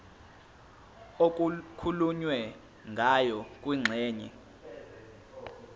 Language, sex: Zulu, male